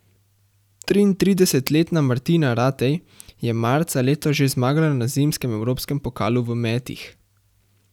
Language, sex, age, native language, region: Slovenian, male, 18-29, Slovenian, Central Slovenia